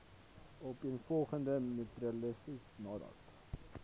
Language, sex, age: Afrikaans, male, 20